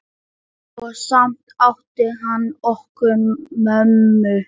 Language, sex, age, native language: Icelandic, male, 11, Icelandic